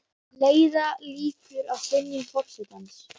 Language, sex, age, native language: Icelandic, female, 18-19, Icelandic